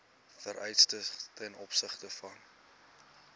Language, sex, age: Afrikaans, male, 19